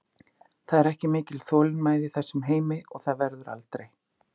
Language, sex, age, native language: Icelandic, female, 50-59, Icelandic